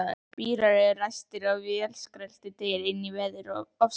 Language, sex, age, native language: Icelandic, female, 11, Icelandic